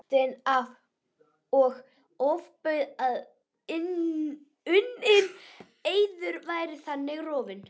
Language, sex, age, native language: Icelandic, female, 11, Icelandic